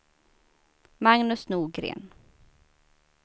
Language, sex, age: Swedish, female, 29